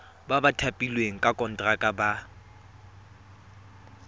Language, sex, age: Tswana, male, 23